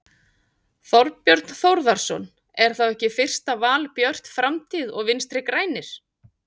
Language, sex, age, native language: Icelandic, female, 40-49, Icelandic